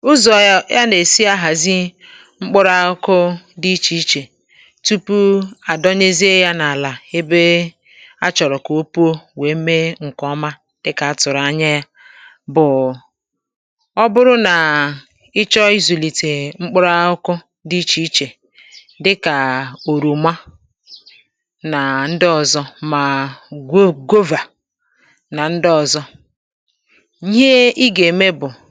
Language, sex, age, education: Igbo, male, 30-45, tertiary